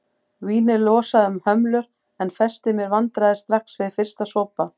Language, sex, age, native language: Icelandic, female, 40-49, Icelandic